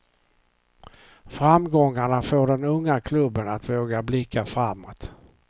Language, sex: Swedish, male